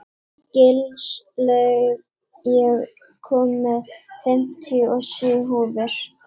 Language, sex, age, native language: Icelandic, female, 18-19, Icelandic